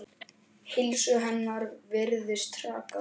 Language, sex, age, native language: Icelandic, male, 10, Icelandic